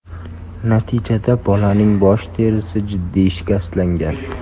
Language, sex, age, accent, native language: Uzbek, male, 18-24, Samarqand, Uzbek